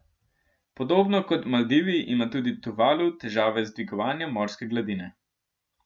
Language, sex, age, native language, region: Slovenian, male, 12-17, Slovenian, Gorenjska region